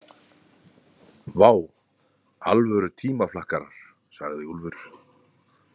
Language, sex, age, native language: Icelandic, male, 30-39, Icelandic